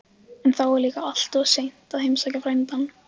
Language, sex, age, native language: Icelandic, female, 15, Icelandic